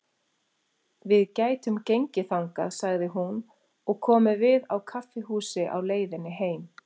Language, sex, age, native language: Icelandic, female, 40-49, Icelandic